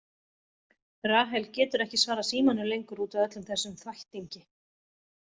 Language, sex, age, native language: Icelandic, female, 40-49, Icelandic